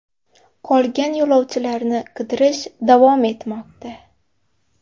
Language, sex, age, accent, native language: Uzbek, female, 18-24, Xorazm, Uzbek